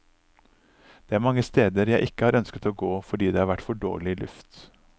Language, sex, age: Norwegian, male, 39